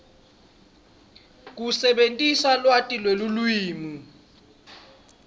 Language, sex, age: Swati, male, 26